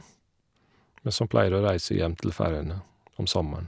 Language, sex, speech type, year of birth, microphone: Norwegian, male, spontaneous, 1972, Shure